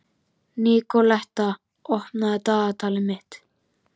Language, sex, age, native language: Icelandic, male, 13, Icelandic